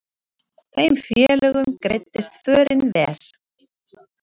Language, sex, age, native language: Icelandic, female, 30-39, Icelandic